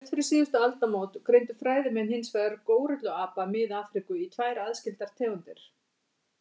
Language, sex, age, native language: Icelandic, female, 50-59, Icelandic